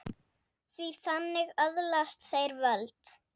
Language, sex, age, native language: Icelandic, female, 7, Icelandic